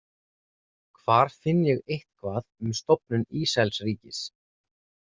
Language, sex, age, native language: Icelandic, male, 30-39, Icelandic